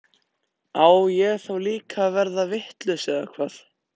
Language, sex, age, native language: Icelandic, other, 14, Icelandic